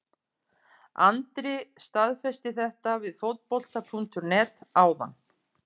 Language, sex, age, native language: Icelandic, female, 50-59, Icelandic